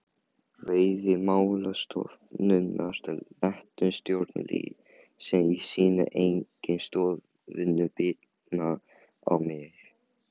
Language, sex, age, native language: Icelandic, male, 18-19, Chinese